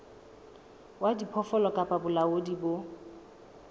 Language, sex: Southern Sotho, female